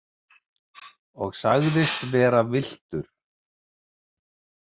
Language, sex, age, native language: Icelandic, male, 60-69, Icelandic